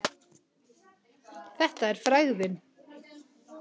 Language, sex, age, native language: Icelandic, male, 18-19, Icelandic